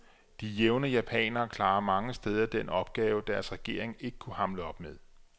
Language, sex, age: Danish, male, 34